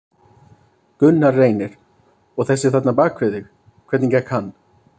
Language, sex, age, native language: Icelandic, male, 30-39, Icelandic